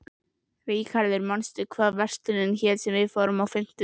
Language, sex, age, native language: Icelandic, female, 11, Icelandic